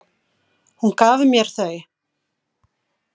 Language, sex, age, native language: Icelandic, female, 50-59, Icelandic